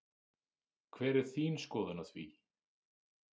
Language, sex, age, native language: Icelandic, male, 30-39, Icelandic